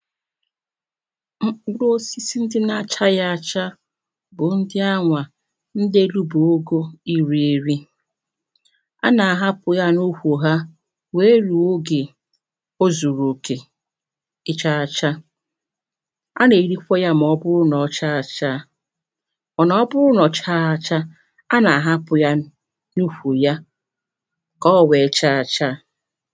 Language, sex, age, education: Igbo, female, 30-45, primary